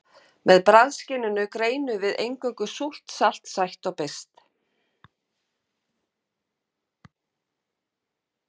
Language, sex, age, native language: Icelandic, female, 50-59, Icelandic